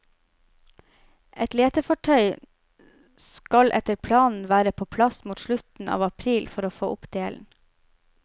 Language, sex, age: Norwegian, female, 25